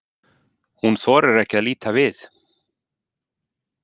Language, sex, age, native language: Icelandic, male, 50-59, Icelandic